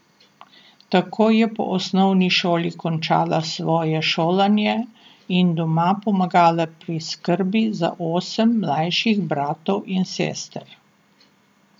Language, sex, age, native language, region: Slovenian, female, 60+, Slovenian, Southeast Slovenia